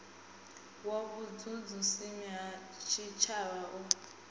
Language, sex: Venda, female